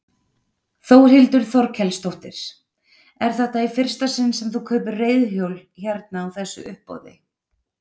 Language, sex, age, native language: Icelandic, female, 30-39, Icelandic